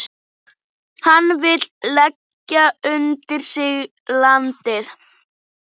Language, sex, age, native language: Icelandic, female, 11, Icelandic